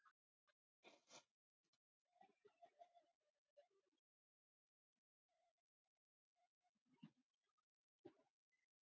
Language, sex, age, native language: Icelandic, male, 11, Icelandic